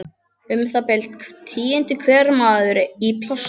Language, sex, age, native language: Icelandic, other, 12, Icelandic